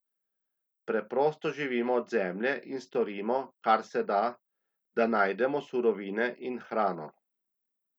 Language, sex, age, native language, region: Slovenian, male, 30-49, Slovenian, Central Slovenia